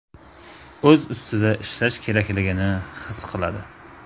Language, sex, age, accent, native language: Uzbek, male, 18-24, Jizzax, Uzbek